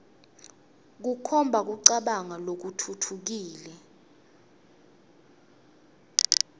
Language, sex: Swati, female